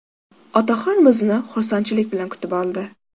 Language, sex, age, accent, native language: Uzbek, female, 12-17, Qashqadaryo, Uzbek